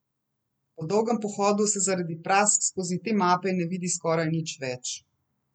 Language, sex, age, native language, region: Slovenian, female, 30-49, Slovenian, Central Slovenia